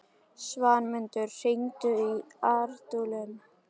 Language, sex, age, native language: Icelandic, female, 11, Icelandic